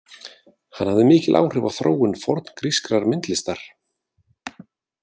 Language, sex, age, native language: Icelandic, male, 40-49, Icelandic